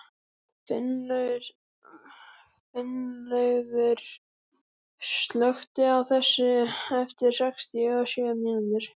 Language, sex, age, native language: Icelandic, female, 12, Icelandic